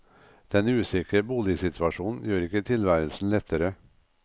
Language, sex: Norwegian, male